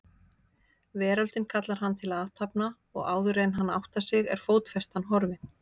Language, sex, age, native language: Icelandic, female, 50-59, Icelandic